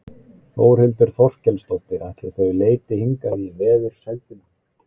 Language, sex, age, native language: Icelandic, male, 20-29, Icelandic